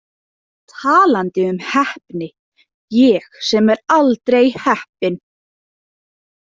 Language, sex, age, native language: Icelandic, female, 20-29, Icelandic